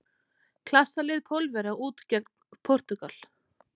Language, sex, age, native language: Icelandic, female, 30-39, Icelandic